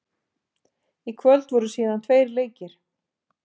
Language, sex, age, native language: Icelandic, female, 50-59, Icelandic